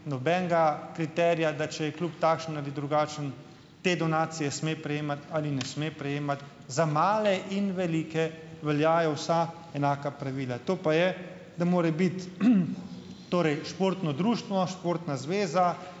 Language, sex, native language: Slovenian, male, Slovenian